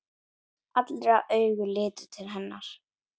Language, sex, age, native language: Icelandic, female, 8, Icelandic